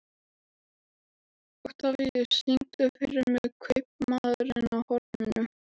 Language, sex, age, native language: Icelandic, male, 12, Icelandic